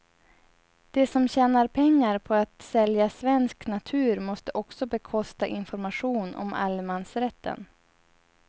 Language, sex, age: Swedish, female, 30